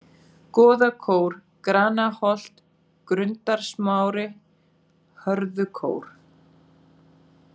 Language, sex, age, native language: Icelandic, female, 40-49, Icelandic